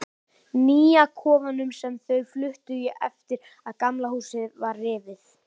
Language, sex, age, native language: Icelandic, male, 18-19, Icelandic